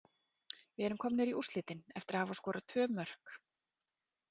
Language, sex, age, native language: Icelandic, female, 30-39, Icelandic